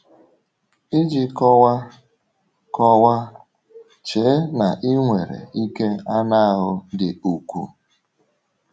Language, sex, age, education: Igbo, male, 30-45, tertiary